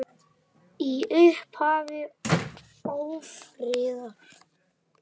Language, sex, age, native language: Icelandic, male, 10, Icelandic